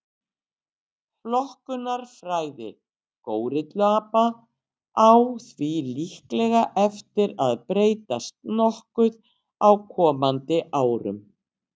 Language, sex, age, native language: Icelandic, female, 60-69, Icelandic